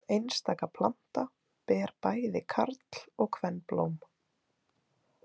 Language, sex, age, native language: Icelandic, female, 20-29, Icelandic